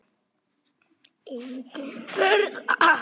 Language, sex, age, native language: Icelandic, male, 10, Icelandic